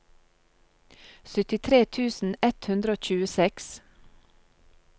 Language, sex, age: Norwegian, female, 35